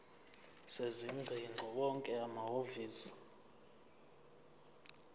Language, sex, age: Zulu, male, 24